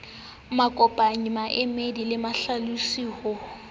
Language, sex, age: Southern Sotho, female, 18